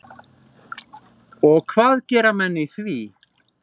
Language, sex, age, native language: Icelandic, male, 40-49, Icelandic